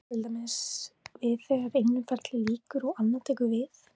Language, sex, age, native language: Icelandic, female, 18-19, Icelandic